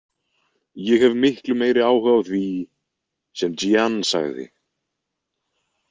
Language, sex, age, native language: Icelandic, male, 20-29, Icelandic